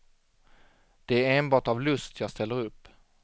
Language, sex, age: Swedish, male, 25